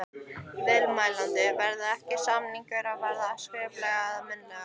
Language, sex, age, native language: Icelandic, female, 15, Icelandic